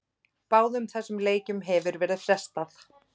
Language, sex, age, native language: Icelandic, female, 30-39, Icelandic